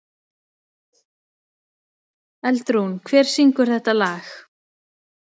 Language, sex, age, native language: Icelandic, female, 20-29, Icelandic